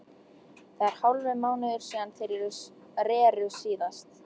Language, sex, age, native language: Icelandic, female, 13, Icelandic